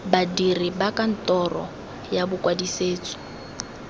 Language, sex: Tswana, female